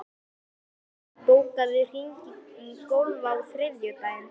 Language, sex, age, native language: Icelandic, male, 11, Icelandic